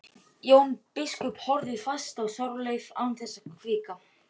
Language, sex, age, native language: Icelandic, male, 12, Icelandic